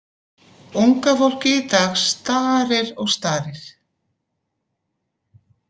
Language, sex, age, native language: Icelandic, female, 50-59, Icelandic